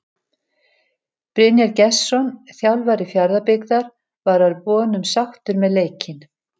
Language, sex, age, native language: Icelandic, female, 70-79, Icelandic